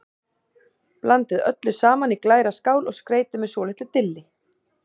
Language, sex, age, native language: Icelandic, female, 40-49, Icelandic